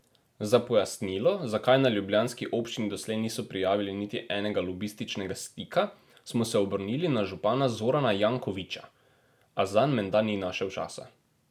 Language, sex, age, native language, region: Slovenian, male, 18-29, Slovenian, Drava region